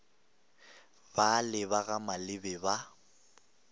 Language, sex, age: Northern Sotho, male, 19